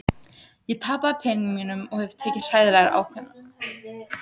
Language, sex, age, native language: Icelandic, other, 18-19, Icelandic